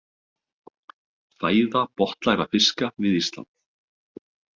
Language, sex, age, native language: Icelandic, male, 30-39, Icelandic